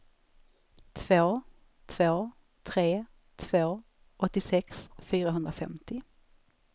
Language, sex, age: Swedish, female, 34